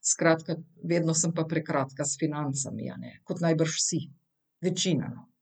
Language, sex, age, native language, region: Slovenian, female, 50-59, Slovenian, Central Slovenia